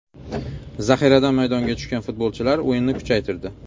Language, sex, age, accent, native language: Uzbek, male, 25-34, Xorazm, Uzbek